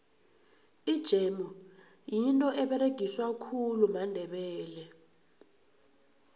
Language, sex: South Ndebele, female